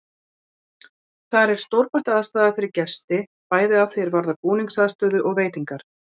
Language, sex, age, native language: Icelandic, female, 40-49, Icelandic